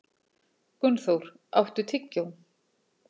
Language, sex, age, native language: Icelandic, female, 40-49, Icelandic